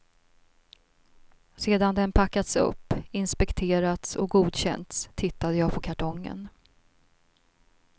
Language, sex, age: Swedish, female, 42